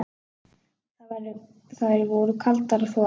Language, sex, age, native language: Icelandic, male, 9, Icelandic